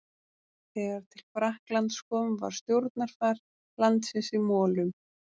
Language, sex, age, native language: Icelandic, female, 30-39, Icelandic